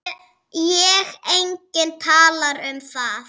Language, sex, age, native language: Icelandic, female, 6, Icelandic